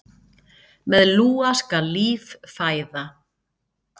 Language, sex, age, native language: Icelandic, female, 50-59, Icelandic